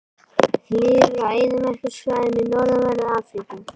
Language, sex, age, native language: Icelandic, male, 18-19, Icelandic